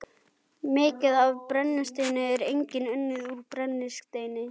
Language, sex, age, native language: Icelandic, other, 11, Icelandic